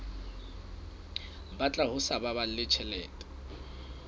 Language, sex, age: Southern Sotho, male, 19